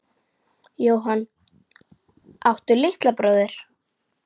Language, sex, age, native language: Icelandic, female, 9, Icelandic